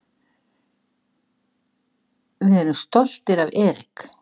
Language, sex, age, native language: Icelandic, female, 60-69, Icelandic